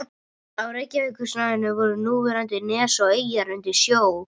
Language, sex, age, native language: Icelandic, female, 30-39, Russian